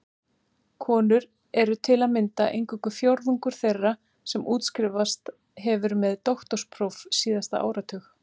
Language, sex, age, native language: Icelandic, female, 30-39, Icelandic